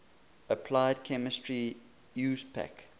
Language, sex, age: English, male, 20